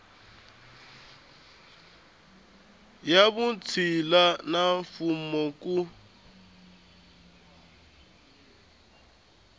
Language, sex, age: Tsonga, male, 21